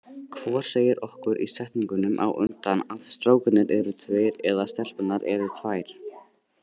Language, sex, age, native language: Icelandic, male, 18-19, Icelandic